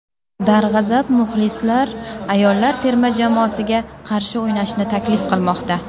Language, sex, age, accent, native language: Uzbek, female, under 19, Samarqand, Uzbek